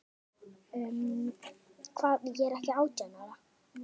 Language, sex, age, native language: Icelandic, female, 10, Icelandic